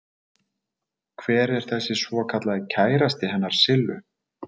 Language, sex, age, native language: Icelandic, male, 40-49, Icelandic